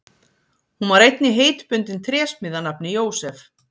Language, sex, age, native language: Icelandic, female, 50-59, Icelandic